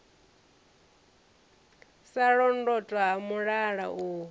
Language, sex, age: Venda, female, 34